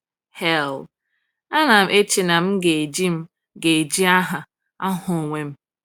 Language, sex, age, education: Igbo, female, 15-29, tertiary